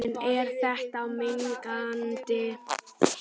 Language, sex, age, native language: Icelandic, male, 12, Icelandic